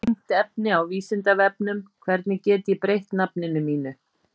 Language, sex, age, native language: Icelandic, female, 50-59, Icelandic